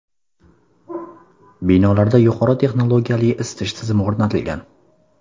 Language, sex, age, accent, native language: Uzbek, male, 18-24, Surxondaryo, Uzbek